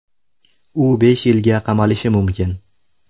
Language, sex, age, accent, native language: Uzbek, male, 18-24, Buxoro, Uzbek